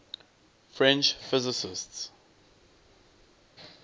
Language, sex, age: English, male, 20